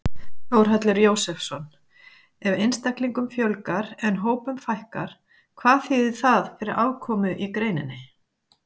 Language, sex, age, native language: Icelandic, female, 50-59, Icelandic